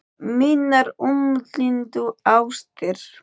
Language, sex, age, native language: Icelandic, female, 9, Icelandic